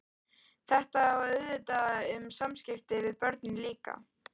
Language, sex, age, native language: Icelandic, female, 13, Icelandic